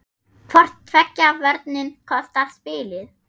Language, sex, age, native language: Icelandic, female, 8, German